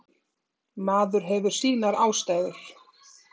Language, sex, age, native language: Icelandic, female, 30-39, Icelandic